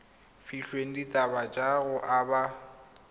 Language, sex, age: Tswana, male, 21